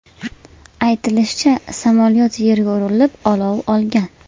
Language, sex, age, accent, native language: Uzbek, female, 18-24, Namangan, Uzbek